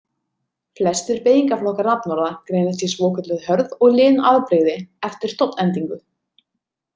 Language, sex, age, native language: Icelandic, female, 30-39, Icelandic